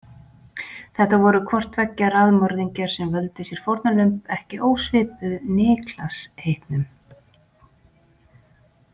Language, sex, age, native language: Icelandic, female, 40-49, Icelandic